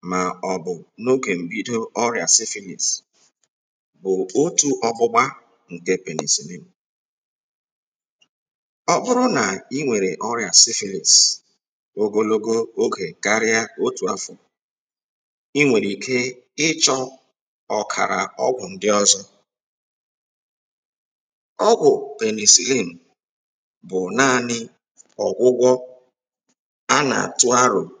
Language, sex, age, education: Igbo, male, 46-60, tertiary